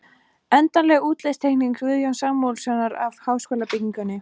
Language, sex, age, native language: Icelandic, female, 14, Icelandic